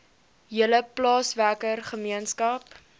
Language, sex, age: Afrikaans, female, 19